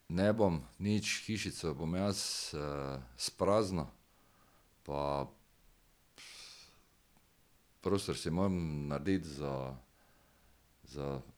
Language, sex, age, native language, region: Slovenian, male, 60+, Slovenian, Drava region